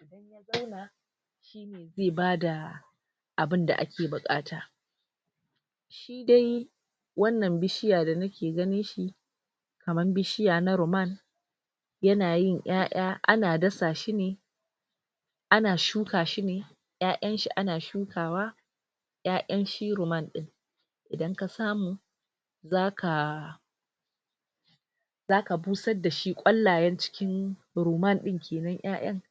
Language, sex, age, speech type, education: Hausa, female, 46-60, spontaneous, tertiary